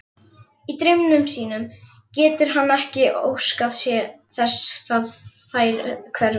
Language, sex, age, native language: Icelandic, female, 11, Icelandic